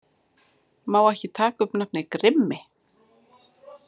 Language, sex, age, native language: Icelandic, female, 40-49, Icelandic